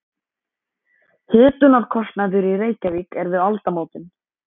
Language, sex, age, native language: Icelandic, male, 14, Icelandic